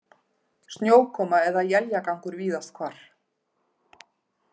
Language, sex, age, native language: Icelandic, female, 40-49, Icelandic